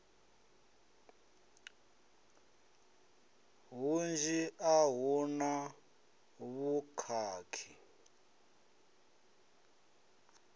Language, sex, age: Venda, male, 33